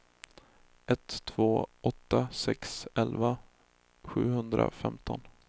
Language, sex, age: Swedish, male, 20